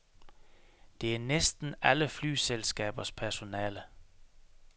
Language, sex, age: Danish, male, 33